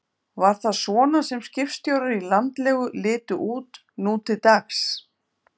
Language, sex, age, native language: Icelandic, female, 50-59, Icelandic